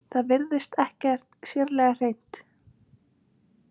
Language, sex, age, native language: Icelandic, female, 20-29, Icelandic